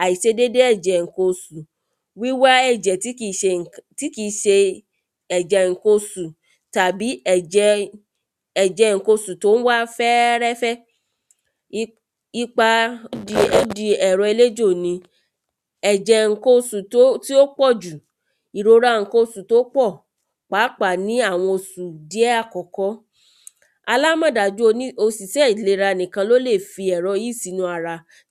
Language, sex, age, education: Yoruba, female, 30-45, tertiary